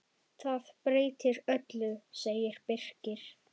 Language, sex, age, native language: Icelandic, female, 10, Icelandic